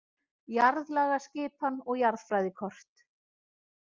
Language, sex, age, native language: Icelandic, female, 40-49, Icelandic